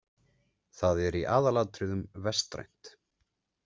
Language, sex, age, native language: Icelandic, male, 30-39, Icelandic